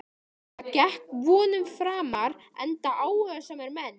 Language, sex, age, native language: Icelandic, male, 13, Icelandic